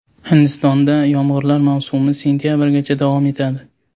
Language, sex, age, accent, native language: Uzbek, male, 18-24, Sirdaryo, Uzbek